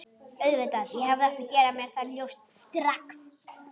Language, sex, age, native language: Icelandic, female, 11, Icelandic